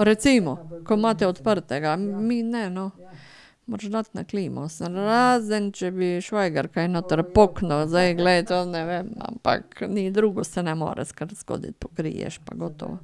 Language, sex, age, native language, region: Slovenian, female, 50-59, Slovenian, Carinthia region